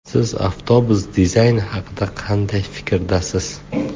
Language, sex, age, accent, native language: Uzbek, male, 25-34, Buxoro, Uzbek